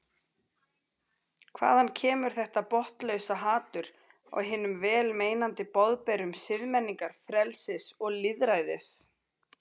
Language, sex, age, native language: Icelandic, female, 40-49, Icelandic